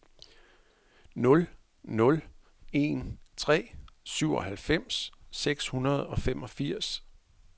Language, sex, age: Danish, male, 41